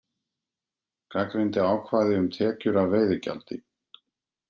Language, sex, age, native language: Icelandic, male, 50-59, Icelandic